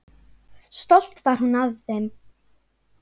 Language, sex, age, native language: Icelandic, female, 9, Icelandic